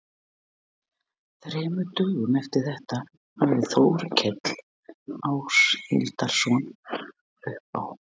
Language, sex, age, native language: Icelandic, female, 60-69, Icelandic